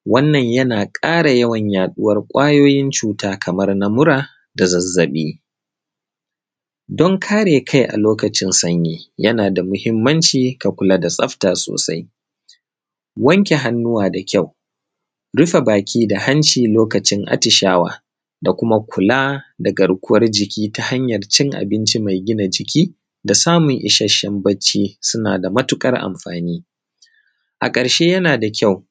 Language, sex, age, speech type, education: Hausa, male, 30-45, spontaneous, primary